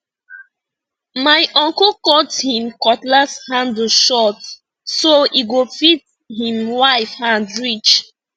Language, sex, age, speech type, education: Nigerian Pidgin, female, 15-29, spontaneous, tertiary